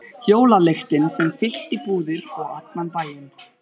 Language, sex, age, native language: Icelandic, male, 12, Icelandic